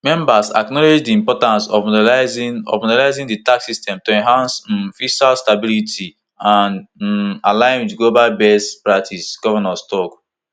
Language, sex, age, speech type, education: Nigerian Pidgin, male, 15-29, spontaneous, tertiary